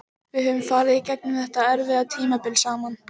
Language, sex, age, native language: Icelandic, female, 18-19, Icelandic